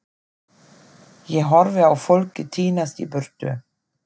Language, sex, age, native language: Icelandic, female, 40-49, German